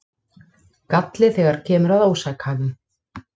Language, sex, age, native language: Icelandic, female, 30-39, Icelandic